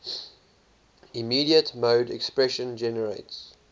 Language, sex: English, male